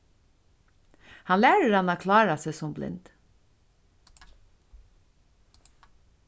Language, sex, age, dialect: Faroese, female, 36-60, Suðurstreymoy